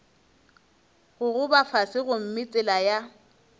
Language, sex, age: Northern Sotho, female, 23